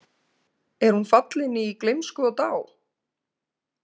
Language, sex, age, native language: Icelandic, female, 20-29, Icelandic